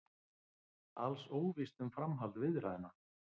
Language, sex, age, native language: Icelandic, male, 50-59, Icelandic